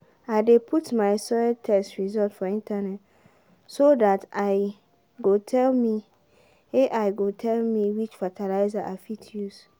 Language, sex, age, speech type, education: Nigerian Pidgin, female, 15-29, spontaneous, tertiary